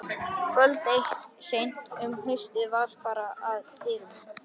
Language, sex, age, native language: Icelandic, male, 13, Icelandic